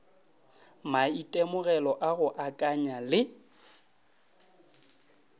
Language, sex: Northern Sotho, male